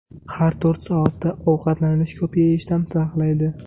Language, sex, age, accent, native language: Uzbek, male, 18-24, Farg'ona, Uzbek